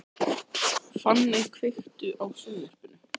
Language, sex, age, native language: Icelandic, male, 13, Icelandic